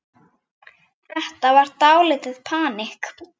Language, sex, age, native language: Icelandic, female, 9, Icelandic